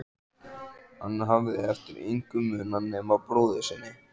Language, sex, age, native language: Icelandic, male, 14, Icelandic